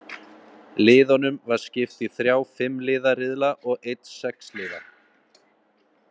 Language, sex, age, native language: Icelandic, male, 30-39, Icelandic